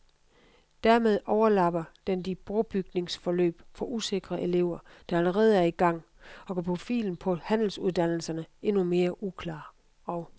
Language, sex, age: Danish, female, 52